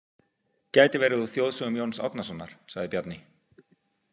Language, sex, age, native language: Icelandic, male, 50-59, Icelandic